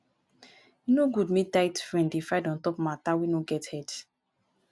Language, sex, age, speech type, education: Nigerian Pidgin, male, 15-29, spontaneous, tertiary